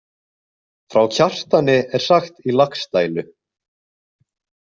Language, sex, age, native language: Icelandic, male, 20-29, Icelandic